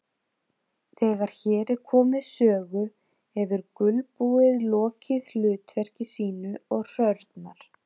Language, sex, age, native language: Icelandic, female, 30-39, Icelandic